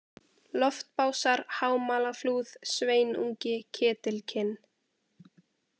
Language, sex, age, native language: Icelandic, female, 18-19, Icelandic